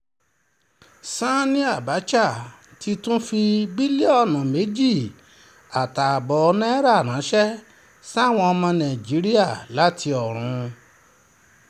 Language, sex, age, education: Yoruba, male, 46-60, tertiary